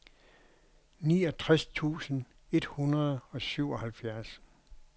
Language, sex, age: Danish, male, 61